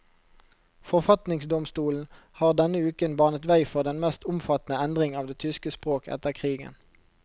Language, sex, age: Norwegian, male, 29